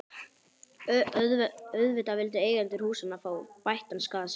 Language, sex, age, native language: Icelandic, male, 11, Icelandic